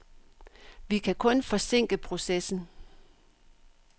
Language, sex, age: Danish, female, 62